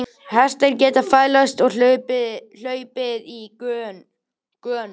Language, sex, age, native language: Icelandic, male, 18-19, Icelandic